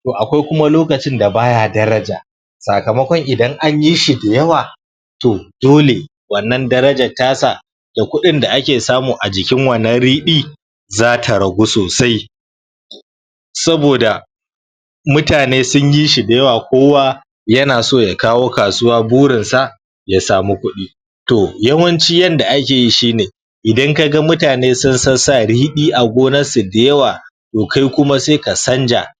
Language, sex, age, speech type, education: Hausa, male, 15-29, spontaneous, primary